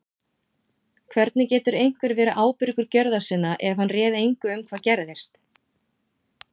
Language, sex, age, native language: Icelandic, female, 40-49, Icelandic